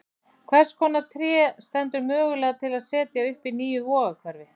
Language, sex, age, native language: Icelandic, female, 40-49, Icelandic